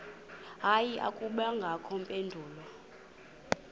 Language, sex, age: Xhosa, female, 26